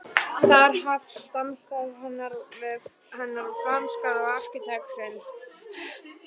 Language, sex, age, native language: Icelandic, female, 12, Icelandic